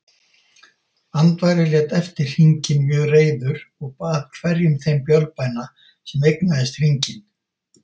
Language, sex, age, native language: Icelandic, male, 50-59, Icelandic